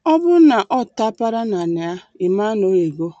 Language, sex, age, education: Igbo, female, 30-45, tertiary